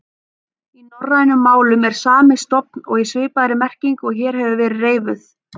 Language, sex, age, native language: Icelandic, female, 30-39, Icelandic